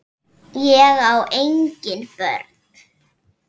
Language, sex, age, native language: Icelandic, female, 6, Icelandic